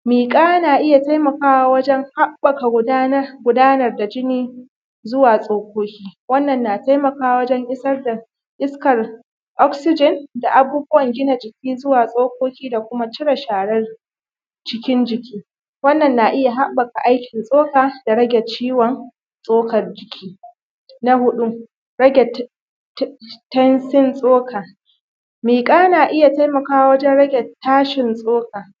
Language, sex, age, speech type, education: Hausa, female, 30-45, spontaneous, primary